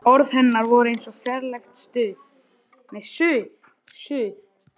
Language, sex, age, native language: Icelandic, male, 11, Icelandic